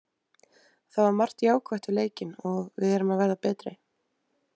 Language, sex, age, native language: Icelandic, female, 20-29, Icelandic